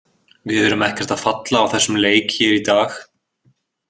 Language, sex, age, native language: Icelandic, male, 20-29, Icelandic